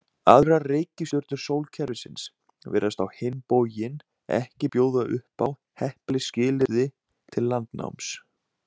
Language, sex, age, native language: Icelandic, male, 20-29, Icelandic